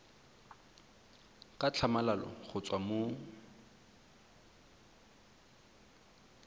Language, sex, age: Tswana, male, 23